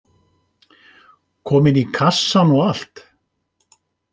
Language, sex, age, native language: Icelandic, male, 50-59, Icelandic